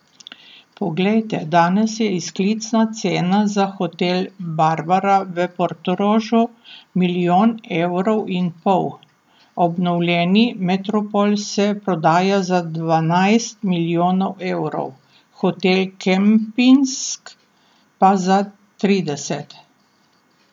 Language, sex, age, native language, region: Slovenian, female, 60+, Slovenian, Southeast Slovenia